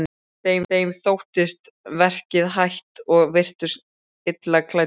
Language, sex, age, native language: Icelandic, male, 12, Icelandic